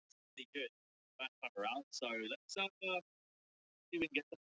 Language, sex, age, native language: Icelandic, male, 13, Icelandic